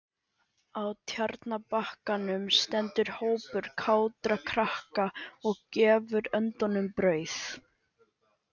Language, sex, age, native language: Icelandic, male, 11, Icelandic